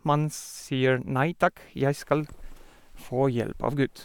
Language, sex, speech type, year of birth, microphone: Norwegian, male, spontaneous, 1973, Sennheiser